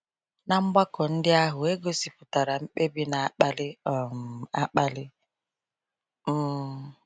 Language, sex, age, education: Igbo, female, 30-45, tertiary